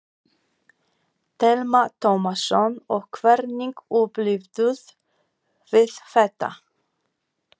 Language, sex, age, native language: Icelandic, female, 40-49, Polish